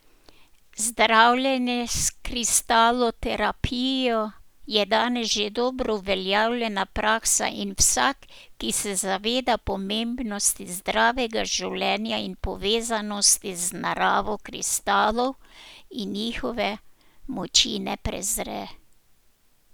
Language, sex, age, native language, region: Slovenian, female, 60+, Slovenian, Posavska region